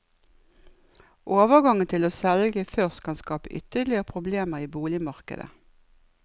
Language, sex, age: Norwegian, female, 56